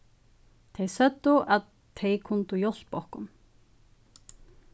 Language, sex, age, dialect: Faroese, female, 36-60, Suðurstreymoy